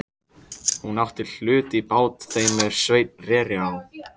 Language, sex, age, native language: Icelandic, male, 14, Icelandic